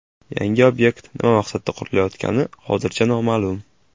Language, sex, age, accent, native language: Uzbek, male, 18-24, Jizzax, Uzbek